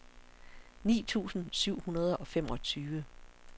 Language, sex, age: Danish, female, 60